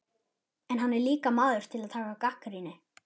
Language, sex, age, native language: Icelandic, male, 11, Icelandic